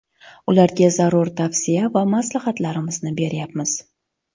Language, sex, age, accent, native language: Uzbek, female, 25-34, Surxondaryo, Uzbek